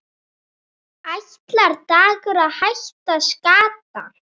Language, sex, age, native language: Icelandic, female, 7, Icelandic